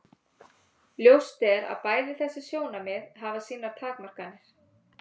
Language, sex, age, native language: Icelandic, female, 30-39, Icelandic